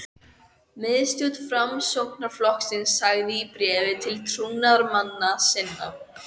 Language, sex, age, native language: Icelandic, female, 14, Icelandic